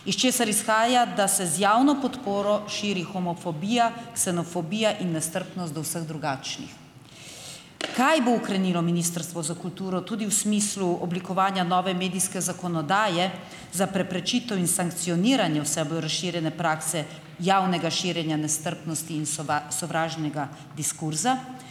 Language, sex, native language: Slovenian, female, Slovenian